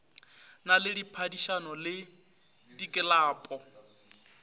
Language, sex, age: Northern Sotho, male, 25